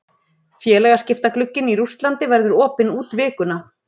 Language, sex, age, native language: Icelandic, female, 30-39, Icelandic